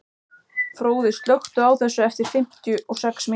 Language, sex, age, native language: Icelandic, male, 14, Icelandic